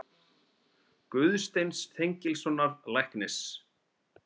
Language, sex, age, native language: Icelandic, male, 30-39, Icelandic